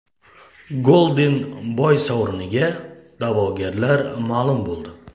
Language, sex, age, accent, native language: Uzbek, male, 25-34, Samarqand, Uzbek